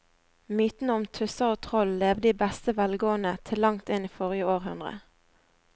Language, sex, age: Norwegian, female, 20